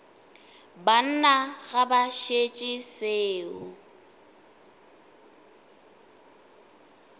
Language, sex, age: Northern Sotho, female, 20